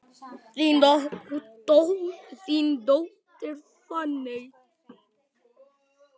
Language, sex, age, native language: Icelandic, male, 9, Icelandic